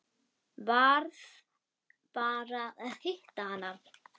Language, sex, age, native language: Icelandic, female, 10, Icelandic